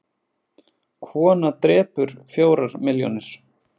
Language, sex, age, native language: Icelandic, male, 20-29, Icelandic